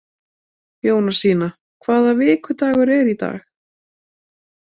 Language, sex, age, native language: Icelandic, female, 20-29, Icelandic